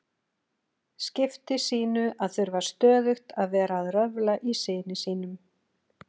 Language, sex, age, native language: Icelandic, female, 40-49, Icelandic